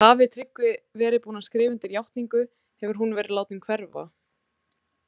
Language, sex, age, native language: Icelandic, female, 20-29, Icelandic